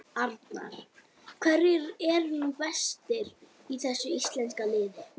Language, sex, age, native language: Icelandic, female, 18-19, Icelandic